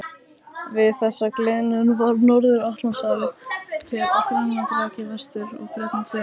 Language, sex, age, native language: Icelandic, female, 18-19, Icelandic